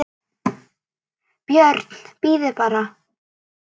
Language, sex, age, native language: Icelandic, female, 9, Icelandic